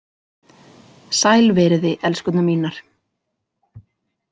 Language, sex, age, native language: Icelandic, female, 40-49, Icelandic